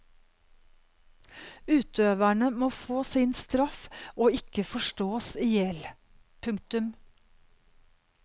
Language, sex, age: Norwegian, female, 52